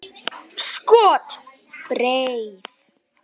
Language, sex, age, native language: Icelandic, male, 10, Icelandic